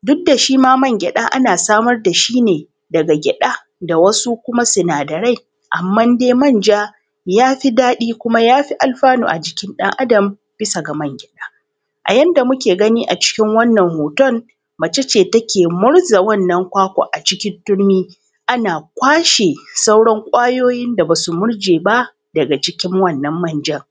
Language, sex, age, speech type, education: Hausa, female, 30-45, spontaneous, tertiary